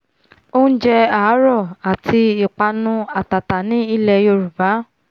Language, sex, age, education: Yoruba, female, 15-29, tertiary